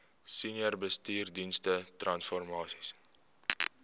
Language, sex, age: Afrikaans, male, 18